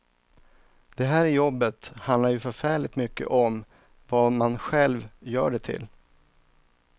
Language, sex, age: Swedish, male, 39